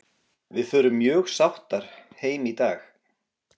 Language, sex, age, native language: Icelandic, male, 40-49, Icelandic